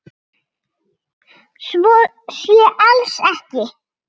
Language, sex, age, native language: Icelandic, female, 6, Icelandic